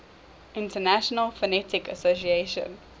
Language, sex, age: English, female, 19